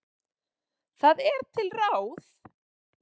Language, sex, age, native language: Icelandic, female, 40-49, Icelandic